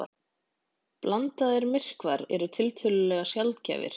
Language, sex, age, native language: Icelandic, female, 20-29, Icelandic